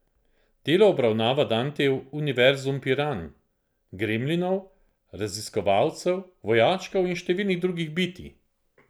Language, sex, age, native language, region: Slovenian, male, 50-59, Slovenian, Central Slovenia